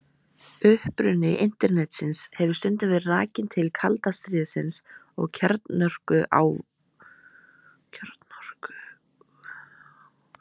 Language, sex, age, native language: Icelandic, female, 18-19, Icelandic